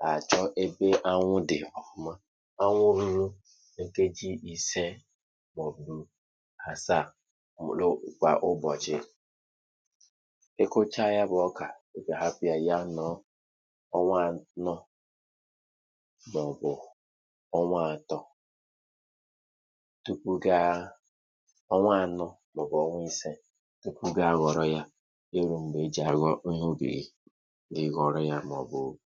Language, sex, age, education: Igbo, male, 30-45, tertiary